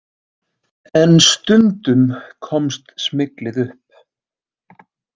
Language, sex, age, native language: Icelandic, male, 20-29, Icelandic